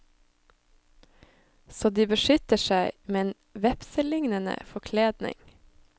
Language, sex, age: Norwegian, female, 25